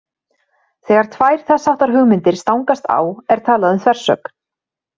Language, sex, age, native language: Icelandic, female, 30-39, Icelandic